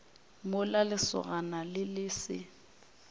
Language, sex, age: Northern Sotho, female, 24